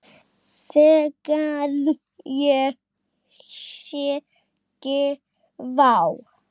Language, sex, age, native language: Icelandic, female, 8, Icelandic